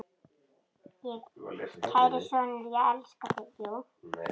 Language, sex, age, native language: Icelandic, female, 10, Icelandic